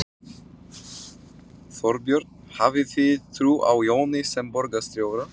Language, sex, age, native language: Icelandic, male, 20-29, Polish